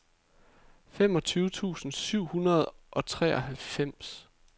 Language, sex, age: Danish, male, 33